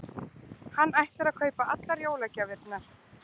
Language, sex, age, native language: Icelandic, other, 20-29, Icelandic